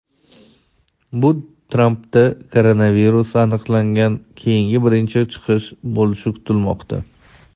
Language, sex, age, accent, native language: Uzbek, male, 19-29, Toshkent shahri, Uzbek